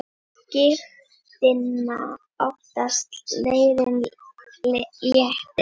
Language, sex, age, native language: Icelandic, female, 9, Icelandic